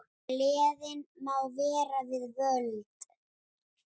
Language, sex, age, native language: Icelandic, female, 7, Icelandic